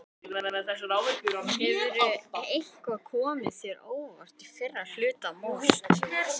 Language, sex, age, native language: Icelandic, male, 11, Icelandic